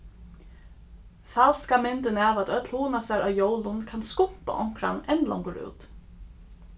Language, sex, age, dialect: Faroese, female, 15-35, Suðurstreymoy